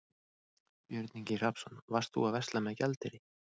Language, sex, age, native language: Icelandic, male, 30-39, Icelandic